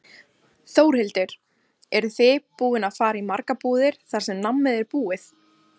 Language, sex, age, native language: Icelandic, female, 20-29, Icelandic